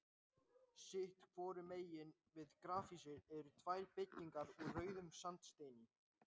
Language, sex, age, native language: Icelandic, male, 18-19, Icelandic